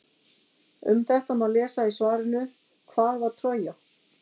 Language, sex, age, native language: Icelandic, female, 50-59, Icelandic